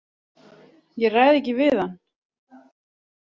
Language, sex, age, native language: Icelandic, female, 40-49, Icelandic